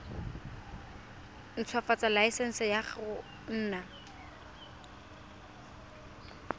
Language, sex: Tswana, female